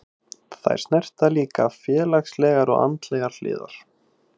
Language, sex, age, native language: Icelandic, male, 18-19, Icelandic